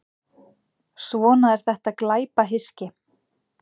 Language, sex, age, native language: Icelandic, female, 40-49, Icelandic